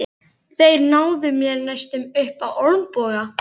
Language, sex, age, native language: Icelandic, male, 11, Icelandic